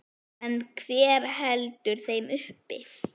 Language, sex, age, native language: Icelandic, female, 9, Icelandic